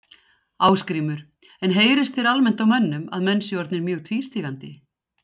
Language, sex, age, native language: Icelandic, female, 60-69, Icelandic